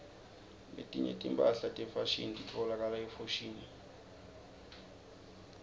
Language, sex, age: Swati, male, 20